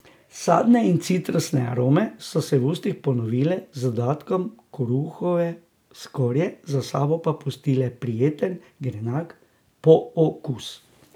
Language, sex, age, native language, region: Slovenian, male, 60+, Slovenian, Drava region